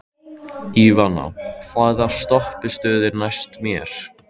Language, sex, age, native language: Icelandic, male, 13, Icelandic